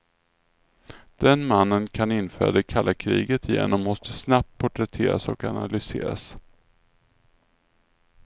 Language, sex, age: Swedish, male, 46